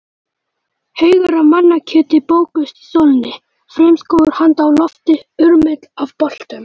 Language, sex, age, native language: Icelandic, male, 18-19, Icelandic